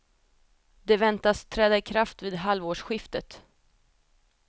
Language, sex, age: Swedish, female, 28